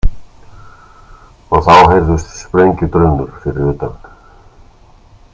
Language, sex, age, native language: Icelandic, male, 60-69, Icelandic